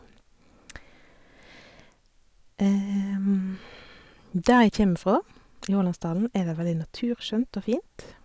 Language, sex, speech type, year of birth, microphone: Norwegian, female, spontaneous, 1984, Sennheiser